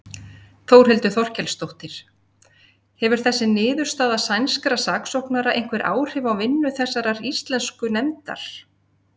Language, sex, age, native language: Icelandic, female, 50-59, Icelandic